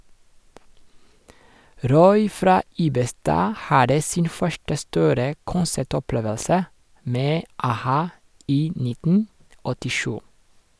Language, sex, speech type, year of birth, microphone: Norwegian, male, read, 1986, Sennheiser